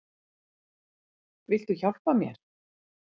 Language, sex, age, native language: Icelandic, female, 40-49, Icelandic